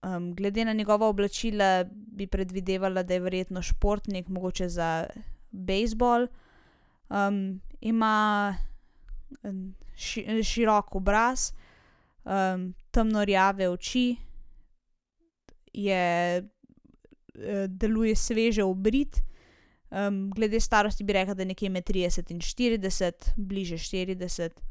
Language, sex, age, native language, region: Slovenian, female, 18-29, Slovenian, Zasavska region